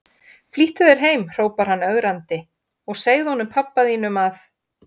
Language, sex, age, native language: Icelandic, female, 50-59, Icelandic